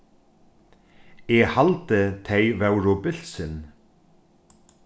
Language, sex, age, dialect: Faroese, male, 36-60, Norðurstreymoy/Eysturoy